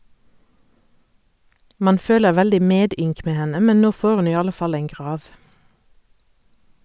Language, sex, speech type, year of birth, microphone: Norwegian, female, read, 1984, Sennheiser